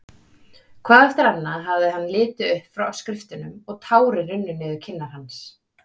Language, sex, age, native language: Icelandic, female, 30-39, Icelandic